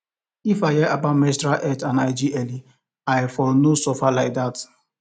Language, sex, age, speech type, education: Nigerian Pidgin, male, 15-29, spontaneous, tertiary